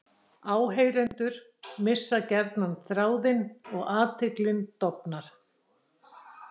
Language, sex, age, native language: Icelandic, female, 60-69, Icelandic